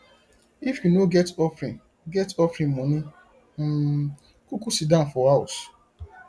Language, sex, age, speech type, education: Nigerian Pidgin, male, 30-45, spontaneous, tertiary